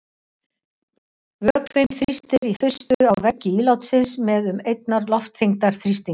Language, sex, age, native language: Icelandic, female, 60-69, Icelandic